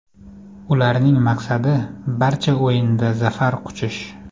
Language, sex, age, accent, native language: Uzbek, male, 25-34, Farg'ona, Uzbek